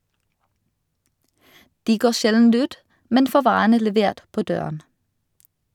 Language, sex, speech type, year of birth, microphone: Norwegian, female, read, 1985, Shure